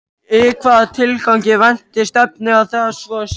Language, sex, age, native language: Icelandic, male, 14, Icelandic